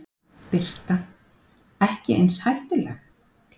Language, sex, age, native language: Icelandic, female, 50-59, Icelandic